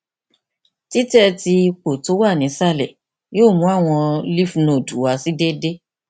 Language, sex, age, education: Yoruba, female, 46-60, tertiary